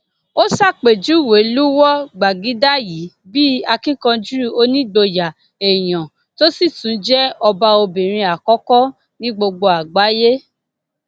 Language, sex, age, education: Yoruba, female, 30-45, tertiary